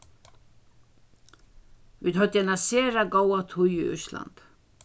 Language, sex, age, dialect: Faroese, female, 61+, Suðurstreymoy